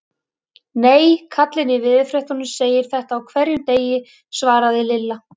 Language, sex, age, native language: Icelandic, female, 30-39, Icelandic